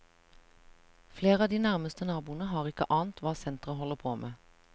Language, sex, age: Norwegian, female, 37